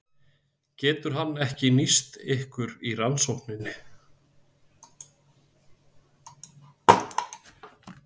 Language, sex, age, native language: Icelandic, male, 40-49, Icelandic